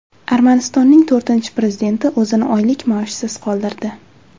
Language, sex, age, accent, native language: Uzbek, female, 18-24, Jizzax, Uzbek